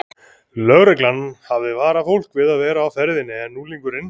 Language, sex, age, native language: Icelandic, male, 30-39, Icelandic